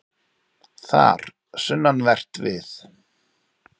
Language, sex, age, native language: Icelandic, male, 40-49, Icelandic